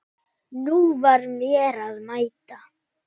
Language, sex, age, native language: Icelandic, male, 9, Icelandic